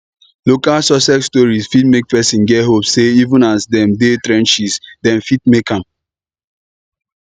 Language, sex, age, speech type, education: Nigerian Pidgin, male, 15-29, spontaneous, tertiary